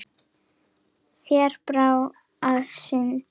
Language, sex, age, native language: Icelandic, female, 10, Icelandic